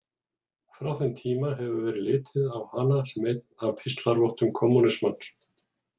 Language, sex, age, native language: Icelandic, male, 40-49, Icelandic